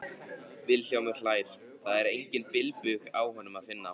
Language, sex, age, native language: Icelandic, male, 15, Icelandic